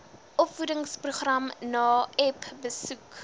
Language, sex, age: Afrikaans, female, 20